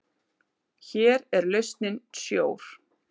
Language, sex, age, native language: Icelandic, male, 9, Icelandic